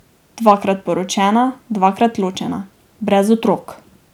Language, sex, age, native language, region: Slovenian, female, 18-29, Slovenian, Drava region